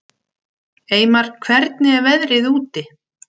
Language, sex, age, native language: Icelandic, female, 60-69, Icelandic